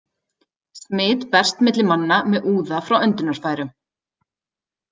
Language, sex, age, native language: Icelandic, female, 30-39, Icelandic